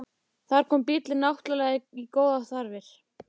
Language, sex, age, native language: Icelandic, female, 15, Icelandic